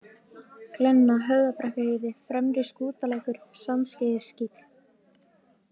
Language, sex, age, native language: Icelandic, female, 20-29, Icelandic